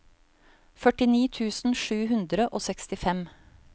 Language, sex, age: Norwegian, female, 35